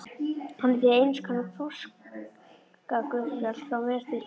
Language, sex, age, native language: Icelandic, female, 11, Icelandic